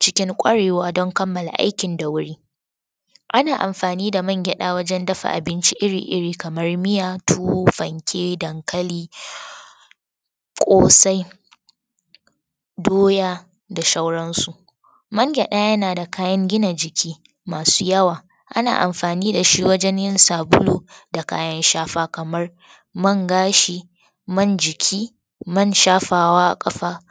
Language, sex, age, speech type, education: Hausa, female, 15-29, spontaneous, tertiary